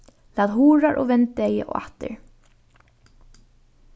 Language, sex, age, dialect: Faroese, female, 15-35, Norðuroyggjar